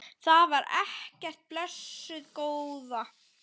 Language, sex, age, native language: Icelandic, male, 10, Icelandic